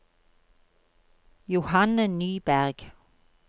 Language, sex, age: Norwegian, female, 53